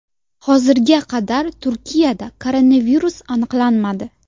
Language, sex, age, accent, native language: Uzbek, female, 19-29, Sirdaryo, Uzbek